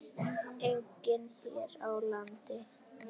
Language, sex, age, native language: Icelandic, female, 8, Icelandic